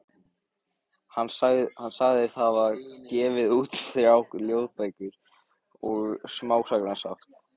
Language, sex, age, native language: Icelandic, male, 15, Icelandic